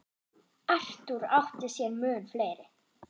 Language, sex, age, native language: Icelandic, female, 10, German